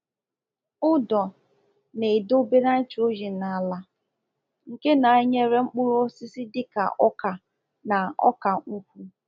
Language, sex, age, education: Igbo, female, 15-29, tertiary